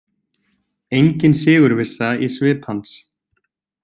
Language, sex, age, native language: Icelandic, male, 20-29, Icelandic